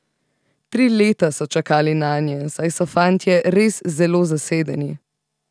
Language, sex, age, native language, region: Slovenian, female, 18-29, Slovenian, Central Slovenia